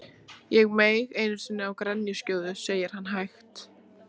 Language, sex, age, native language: Icelandic, female, 14, Icelandic